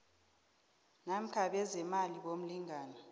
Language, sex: South Ndebele, female